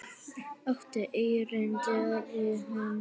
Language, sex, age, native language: Icelandic, female, 9, Icelandic